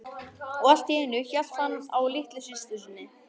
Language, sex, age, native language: Icelandic, male, 11, Icelandic